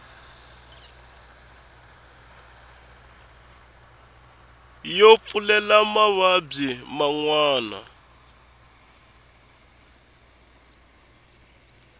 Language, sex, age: Tsonga, male, 21